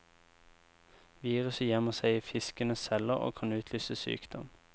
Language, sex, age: Norwegian, male, 24